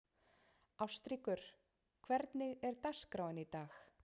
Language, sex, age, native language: Icelandic, female, 30-39, Icelandic